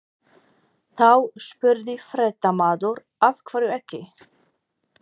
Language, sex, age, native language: Icelandic, female, 40-49, Polish